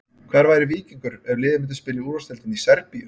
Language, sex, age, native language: Icelandic, male, 30-39, Icelandic